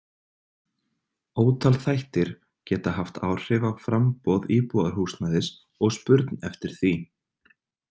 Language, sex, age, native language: Icelandic, male, 30-39, Icelandic